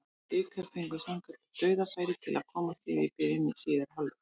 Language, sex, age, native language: Icelandic, female, 40-49, Icelandic